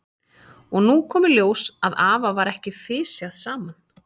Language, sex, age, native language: Icelandic, female, 30-39, Icelandic